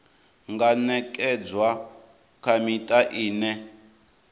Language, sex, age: Venda, male, 19